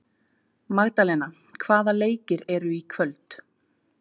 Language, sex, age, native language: Icelandic, female, 30-39, Icelandic